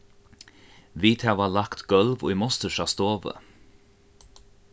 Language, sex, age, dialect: Faroese, male, 15-35, Norðuroyggjar